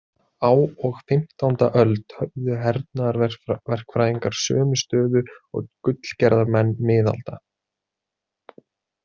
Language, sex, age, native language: Icelandic, male, 30-39, Icelandic